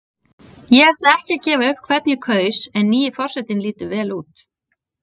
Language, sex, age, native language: Icelandic, female, 30-39, Icelandic